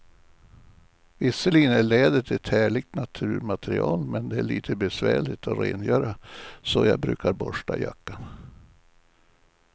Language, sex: Swedish, male